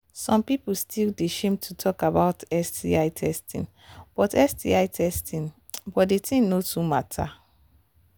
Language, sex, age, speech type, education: Nigerian Pidgin, female, 30-45, spontaneous, tertiary